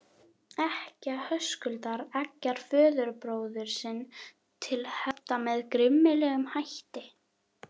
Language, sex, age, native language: Icelandic, female, 11, Icelandic